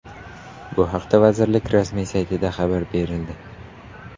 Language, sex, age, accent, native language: Uzbek, male, 18-24, Qashqadaryo, Uzbek